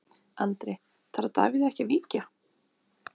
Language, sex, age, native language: Icelandic, female, 30-39, Icelandic